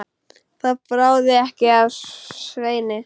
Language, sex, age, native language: Icelandic, female, 10, Icelandic